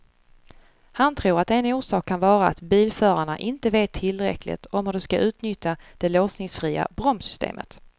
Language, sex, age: Swedish, female, 35